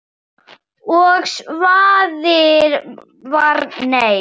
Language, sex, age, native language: Icelandic, female, 7, Icelandic